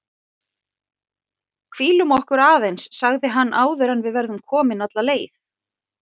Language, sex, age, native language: Icelandic, female, 40-49, Icelandic